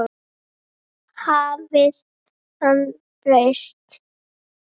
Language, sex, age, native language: Icelandic, female, 7, Icelandic